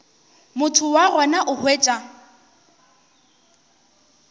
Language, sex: Northern Sotho, female